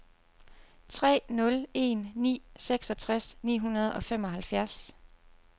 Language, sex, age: Danish, female, 29